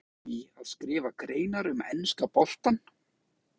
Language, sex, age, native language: Icelandic, male, 20-29, Icelandic